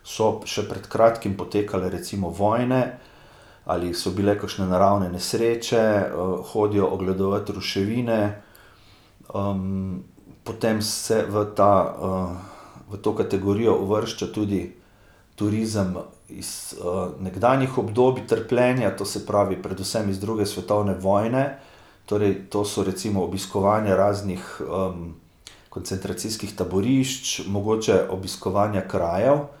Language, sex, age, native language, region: Slovenian, male, 50-59, Slovenian, Gorica region